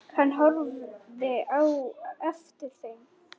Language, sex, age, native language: Icelandic, female, 10, Icelandic